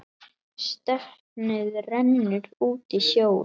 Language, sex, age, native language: Icelandic, male, 8, Icelandic